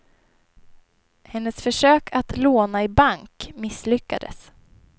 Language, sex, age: Swedish, female, 23